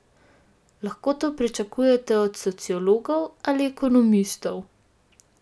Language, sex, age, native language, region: Slovenian, female, 18-29, Slovenian, Gorenjska region